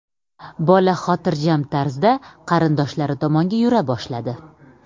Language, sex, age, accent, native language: Uzbek, female, 30-39, Samarqand, Uzbek